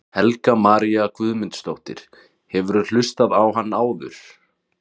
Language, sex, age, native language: Icelandic, male, 30-39, Icelandic